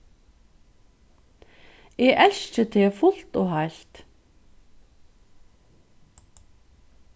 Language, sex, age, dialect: Faroese, female, 36-60, Norðurstreymoy/Eysturoy